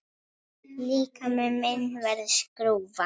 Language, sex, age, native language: Icelandic, female, 9, Icelandic